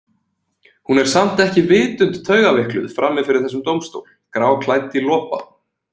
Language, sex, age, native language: Icelandic, male, 20-29, Icelandic